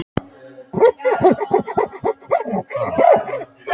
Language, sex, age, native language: Icelandic, male, 12, Icelandic